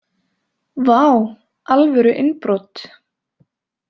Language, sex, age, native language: Icelandic, female, 20-29, Icelandic